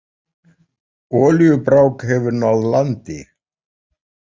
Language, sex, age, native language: Icelandic, male, 40-49, Icelandic